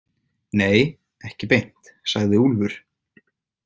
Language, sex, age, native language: Icelandic, male, 18-19, Icelandic